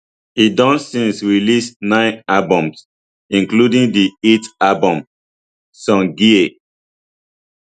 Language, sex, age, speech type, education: Nigerian Pidgin, male, 30-45, spontaneous, tertiary